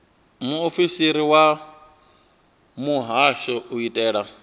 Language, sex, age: Venda, male, 23